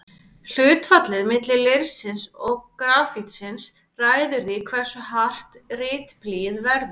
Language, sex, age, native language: Icelandic, female, 30-39, Icelandic